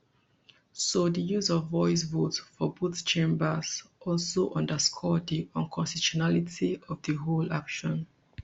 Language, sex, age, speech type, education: Nigerian Pidgin, female, 30-45, spontaneous, tertiary